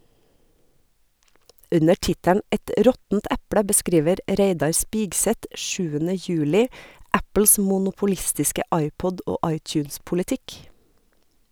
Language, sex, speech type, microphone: Norwegian, female, read, Sennheiser